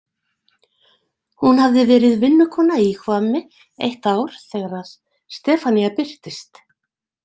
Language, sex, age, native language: Icelandic, female, 60-69, Icelandic